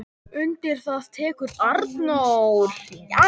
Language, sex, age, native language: Icelandic, male, 10, Icelandic